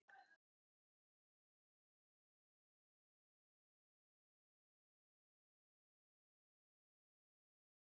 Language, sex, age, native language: Icelandic, female, 60-69, Icelandic